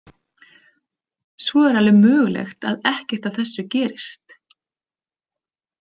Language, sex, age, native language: Icelandic, female, 30-39, Icelandic